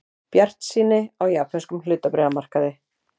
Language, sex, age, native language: Icelandic, female, 40-49, Icelandic